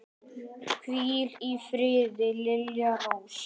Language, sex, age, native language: Icelandic, male, 9, Icelandic